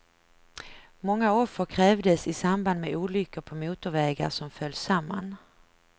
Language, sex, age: Swedish, female, 49